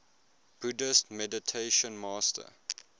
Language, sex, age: English, male, 21